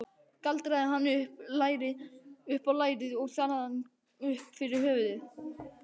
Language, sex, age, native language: Icelandic, male, 12, Icelandic